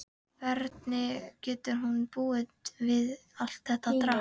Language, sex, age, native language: Icelandic, female, 12, Icelandic